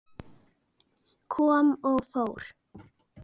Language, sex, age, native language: Icelandic, female, 9, Icelandic